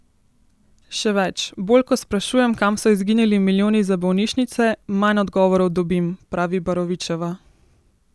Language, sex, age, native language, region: Slovenian, female, 18-29, Slovenian, Central Slovenia